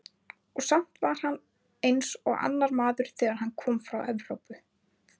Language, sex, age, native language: Icelandic, female, 20-29, Icelandic